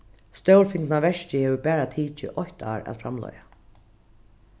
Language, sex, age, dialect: Faroese, female, 36-60, Norðuroyggjar